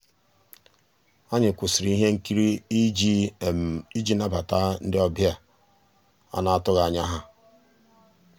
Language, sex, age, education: Igbo, male, 46-60, tertiary